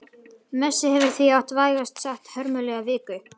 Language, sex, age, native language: Icelandic, female, 50-59, Icelandic